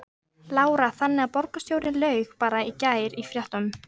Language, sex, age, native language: Icelandic, female, 13, Icelandic